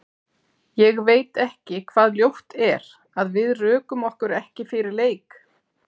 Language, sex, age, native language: Icelandic, female, 40-49, Icelandic